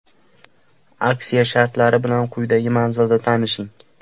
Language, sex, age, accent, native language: Uzbek, male, 18-24, Namangan, Uzbek